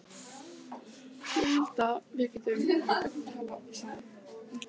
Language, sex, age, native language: Icelandic, female, 14, Icelandic